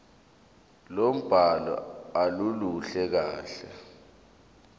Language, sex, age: Zulu, male, 23